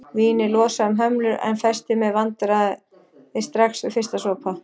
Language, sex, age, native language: Icelandic, female, 40-49, Icelandic